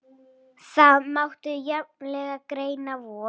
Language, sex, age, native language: Icelandic, female, 7, Icelandic